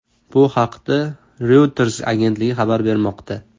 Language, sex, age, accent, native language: Uzbek, male, 18-24, Toshkent shahri, Uzbek